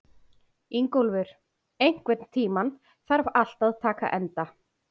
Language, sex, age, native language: Icelandic, female, 40-49, Icelandic